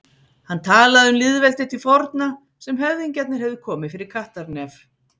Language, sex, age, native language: Icelandic, female, 50-59, Icelandic